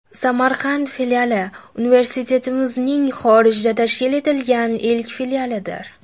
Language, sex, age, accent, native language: Uzbek, female, under 19, Jizzax, Uzbek